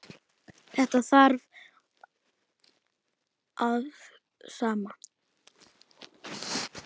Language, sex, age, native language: Icelandic, female, 10, Icelandic